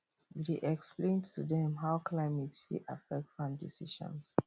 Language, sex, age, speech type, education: Nigerian Pidgin, female, 30-45, spontaneous, tertiary